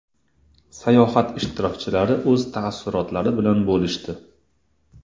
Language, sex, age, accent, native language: Uzbek, male, 35+, Farg'ona, Uzbek